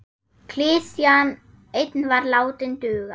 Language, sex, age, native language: Icelandic, female, 8, German